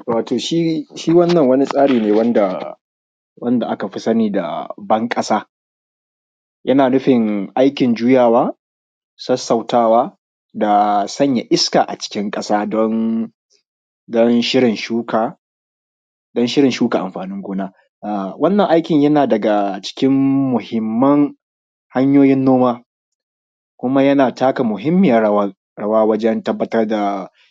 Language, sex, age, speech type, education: Hausa, male, 15-29, spontaneous, primary